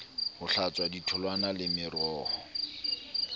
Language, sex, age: Southern Sotho, male, 29